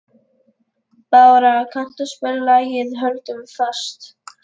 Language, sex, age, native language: Icelandic, female, 11, Lithuanian